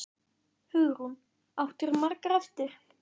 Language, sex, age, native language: Icelandic, male, 10, Icelandic